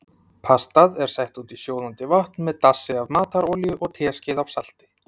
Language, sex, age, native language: Icelandic, male, 30-39, Icelandic